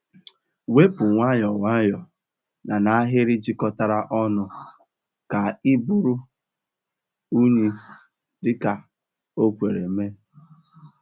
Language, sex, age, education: Igbo, male, 15-29, tertiary